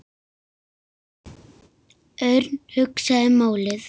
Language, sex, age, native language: Icelandic, female, 6, Icelandic